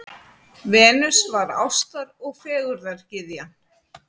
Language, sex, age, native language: Icelandic, female, 50-59, Icelandic